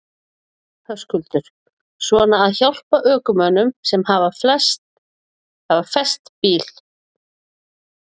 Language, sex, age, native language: Icelandic, female, 40-49, Icelandic